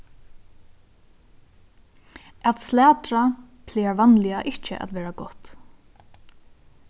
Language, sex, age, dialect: Faroese, female, 15-35, Suðurstreymoy